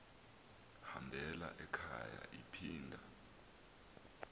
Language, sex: Xhosa, male